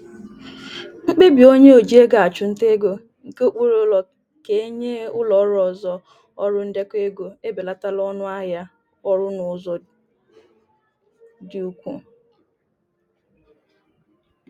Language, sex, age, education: Igbo, female, 30-45, tertiary